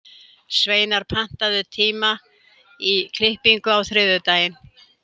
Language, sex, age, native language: Icelandic, female, 70-79, Icelandic